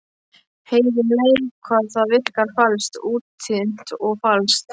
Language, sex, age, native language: Icelandic, male, 12, Icelandic